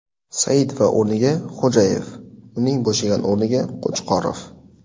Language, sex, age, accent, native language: Uzbek, male, 18-24, Sirdaryo, Uzbek